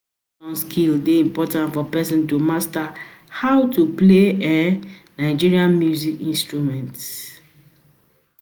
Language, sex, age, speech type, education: Nigerian Pidgin, female, 30-45, spontaneous, tertiary